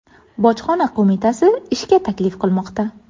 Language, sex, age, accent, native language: Uzbek, female, 18-24, Navoiy, Uzbek